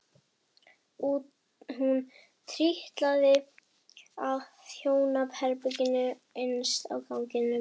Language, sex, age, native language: Icelandic, female, 11, Icelandic